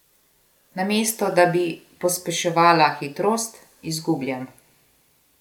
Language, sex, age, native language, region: Slovenian, female, 50-59, Slovenian, Gorenjska region